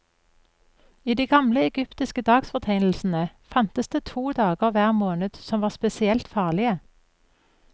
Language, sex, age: Norwegian, female, 44